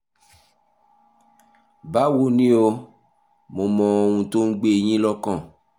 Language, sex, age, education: Yoruba, male, 30-45, tertiary